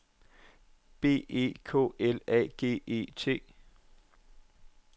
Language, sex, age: Danish, male, 25